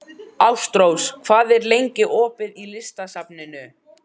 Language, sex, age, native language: Icelandic, male, 12, Icelandic